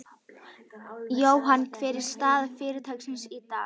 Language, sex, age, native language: Icelandic, female, 12, Icelandic